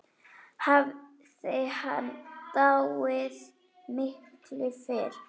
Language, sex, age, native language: Icelandic, female, 8, Icelandic